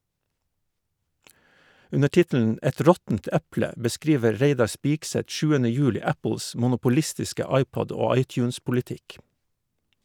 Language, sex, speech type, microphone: Norwegian, male, read, Shure